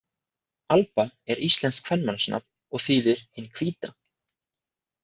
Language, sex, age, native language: Icelandic, male, 20-29, Icelandic